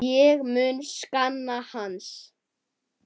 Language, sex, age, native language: Icelandic, male, 8, Icelandic